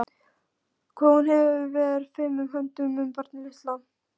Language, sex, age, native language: Icelandic, female, 13, Polish